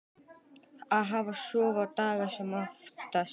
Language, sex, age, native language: Icelandic, male, 10, Icelandic